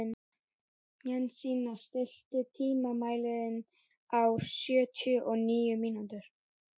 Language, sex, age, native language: Icelandic, male, 11, Icelandic